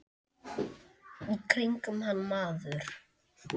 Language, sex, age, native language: Icelandic, male, 7, Icelandic